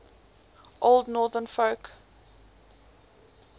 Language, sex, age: English, female, 18